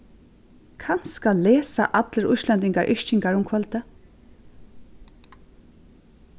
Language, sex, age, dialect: Faroese, female, 36-60, Suðurstreymoy